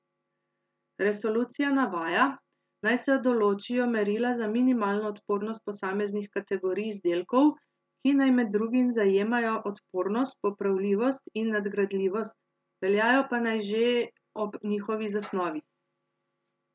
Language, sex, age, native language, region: Slovenian, female, 30-49, Slovenian, Central Slovenia